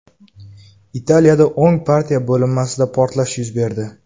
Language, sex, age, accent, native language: Uzbek, male, 18-24, Jizzax, Uzbek